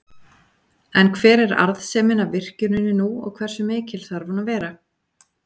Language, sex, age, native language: Icelandic, female, 40-49, Icelandic